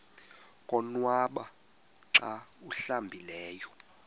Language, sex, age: Xhosa, male, 18